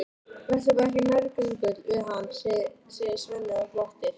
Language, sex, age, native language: Icelandic, female, 13, Icelandic